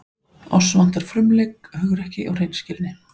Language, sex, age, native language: Icelandic, male, 15, Icelandic